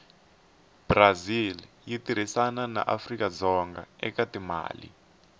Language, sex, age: Tsonga, male, 18